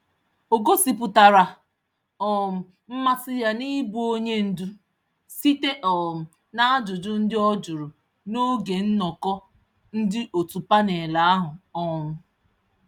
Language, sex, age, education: Igbo, female, 30-45, tertiary